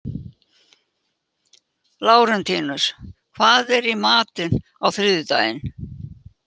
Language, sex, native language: Icelandic, female, Icelandic